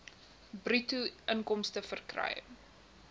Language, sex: Afrikaans, female